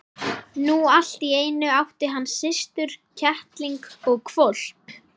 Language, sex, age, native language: Icelandic, female, 11, Icelandic